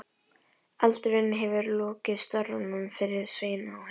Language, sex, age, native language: Icelandic, female, 11, Icelandic